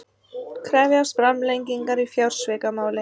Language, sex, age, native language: Icelandic, female, 30-39, Icelandic